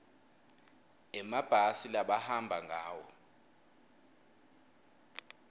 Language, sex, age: Swati, male, 23